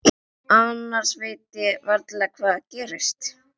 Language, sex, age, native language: Icelandic, female, 11, Icelandic